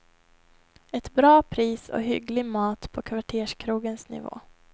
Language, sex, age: Swedish, female, 21